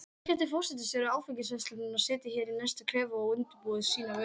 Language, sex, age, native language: Icelandic, female, 18-19, Icelandic